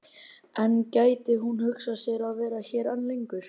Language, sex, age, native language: Icelandic, male, 12, Icelandic